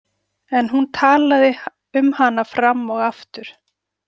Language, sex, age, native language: Icelandic, female, 40-49, Icelandic